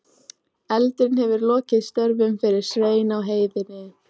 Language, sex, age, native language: Icelandic, female, 14, Icelandic